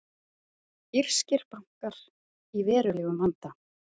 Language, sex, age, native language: Icelandic, female, 30-39, Icelandic